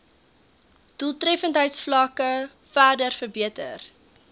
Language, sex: Afrikaans, female